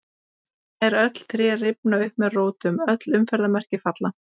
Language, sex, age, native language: Icelandic, female, 30-39, Icelandic